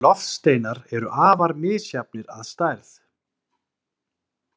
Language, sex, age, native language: Icelandic, male, 40-49, Icelandic